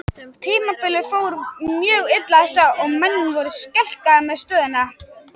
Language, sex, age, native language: Icelandic, male, 18-19, Icelandic